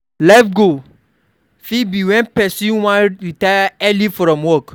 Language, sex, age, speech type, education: Nigerian Pidgin, male, 46-60, read, primary